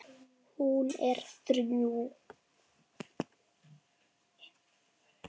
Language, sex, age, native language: Icelandic, male, 10, Icelandic